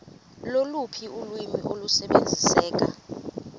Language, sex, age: Xhosa, female, 23